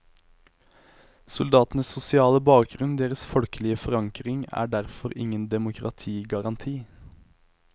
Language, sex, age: Norwegian, male, 23